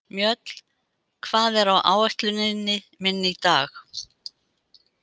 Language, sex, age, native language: Icelandic, female, 80-89, Icelandic